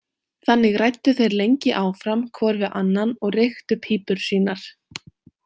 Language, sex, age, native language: Icelandic, female, 18-19, Icelandic